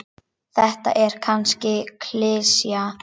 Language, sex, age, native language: Icelandic, male, 10, Icelandic